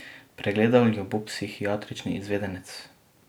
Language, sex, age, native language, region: Slovenian, male, 18-29, Slovenian, Drava region